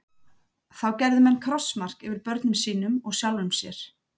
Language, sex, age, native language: Icelandic, female, 30-39, Icelandic